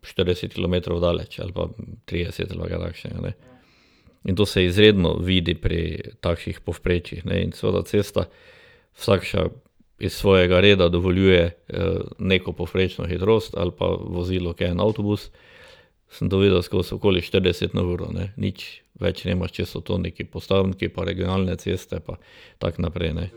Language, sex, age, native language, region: Slovenian, male, 60+, Slovenian, Drava region